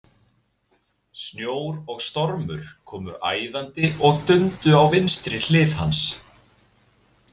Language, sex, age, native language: Icelandic, male, 20-29, Icelandic